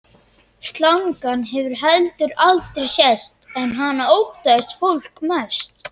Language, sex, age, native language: Icelandic, male, 11, Icelandic